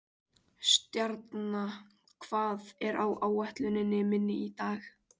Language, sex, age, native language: Icelandic, male, 18-19, Icelandic